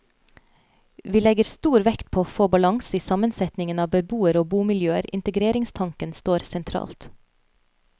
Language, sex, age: Norwegian, female, 30